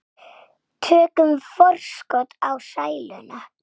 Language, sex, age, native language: Icelandic, female, 6, Icelandic